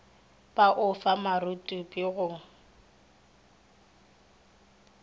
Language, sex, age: Northern Sotho, female, 23